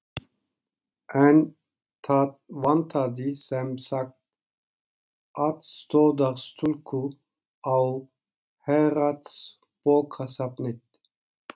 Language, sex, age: Icelandic, male, 40-49